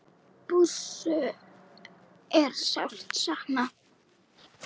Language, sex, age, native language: Icelandic, female, 9, Icelandic